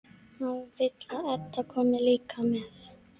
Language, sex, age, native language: Icelandic, female, 12, Icelandic